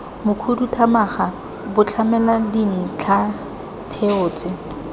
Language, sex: Tswana, female